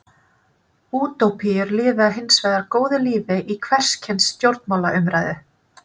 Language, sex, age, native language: Icelandic, female, 30-39, Icelandic